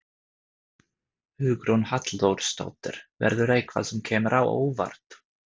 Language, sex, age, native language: Icelandic, male, 30-39, Swedish